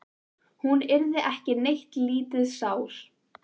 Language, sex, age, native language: Icelandic, female, 14, Icelandic